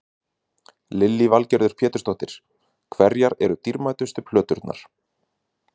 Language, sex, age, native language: Icelandic, male, 30-39, Icelandic